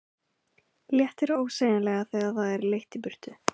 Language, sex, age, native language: Icelandic, female, 15, Icelandic